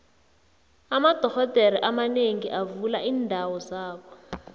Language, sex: South Ndebele, female